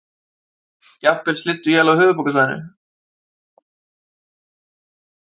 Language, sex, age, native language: Icelandic, male, 30-39, Icelandic